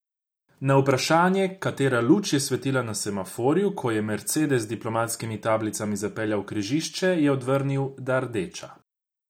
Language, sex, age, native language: Slovenian, male, 18-29, Croatian